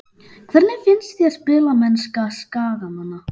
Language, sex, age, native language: Icelandic, male, 11, Icelandic